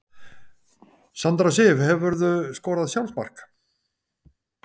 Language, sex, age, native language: Icelandic, male, 50-59, Icelandic